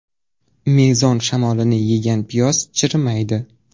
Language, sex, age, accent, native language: Uzbek, male, 18-24, Surxondaryo, Uzbek